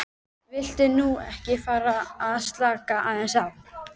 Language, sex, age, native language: Icelandic, female, 12, Icelandic